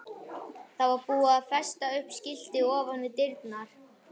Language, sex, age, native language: Icelandic, male, 11, Icelandic